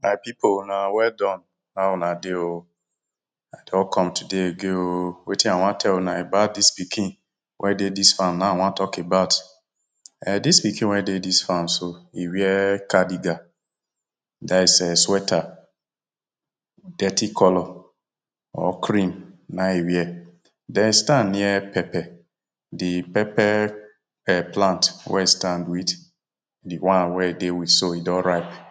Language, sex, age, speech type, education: Nigerian Pidgin, male, 30-45, spontaneous, tertiary